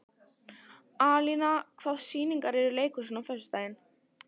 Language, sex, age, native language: Icelandic, female, 14, Italian